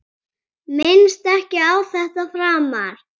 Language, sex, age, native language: Icelandic, female, 7, Icelandic